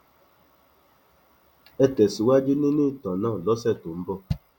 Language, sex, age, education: Yoruba, male, 30-45, tertiary